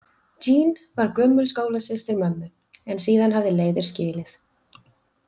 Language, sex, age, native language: Icelandic, female, 20-29, Icelandic